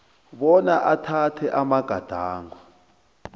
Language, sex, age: South Ndebele, male, 29